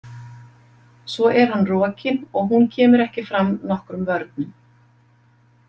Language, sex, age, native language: Icelandic, female, 50-59, Icelandic